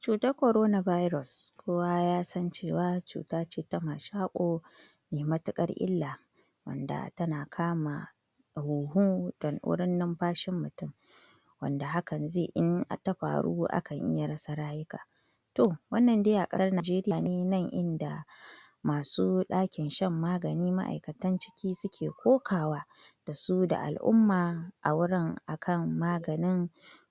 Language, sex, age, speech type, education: Hausa, female, 46-60, spontaneous, tertiary